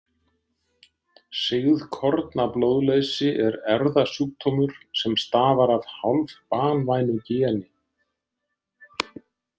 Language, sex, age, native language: Icelandic, male, 60-69, Icelandic